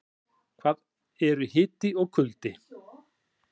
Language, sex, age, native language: Icelandic, male, 40-49, Icelandic